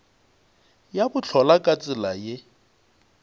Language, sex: Northern Sotho, male